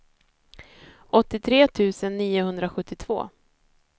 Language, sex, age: Swedish, female, 30